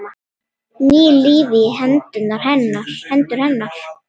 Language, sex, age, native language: Icelandic, female, 8, Icelandic